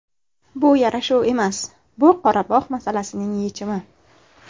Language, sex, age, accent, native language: Uzbek, female, 18-24, Samarqand, Uzbek